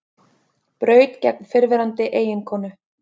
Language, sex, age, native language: Icelandic, female, 30-39, Icelandic